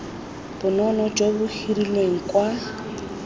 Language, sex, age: Tswana, female, 20